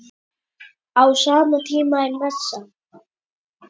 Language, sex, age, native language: Icelandic, male, 10, Icelandic